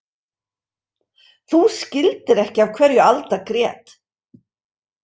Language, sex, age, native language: Icelandic, female, 60-69, English